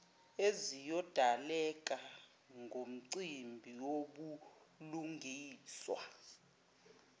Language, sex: Zulu, female